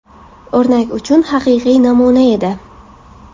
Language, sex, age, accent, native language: Uzbek, female, 18-24, Buxoro, Uzbek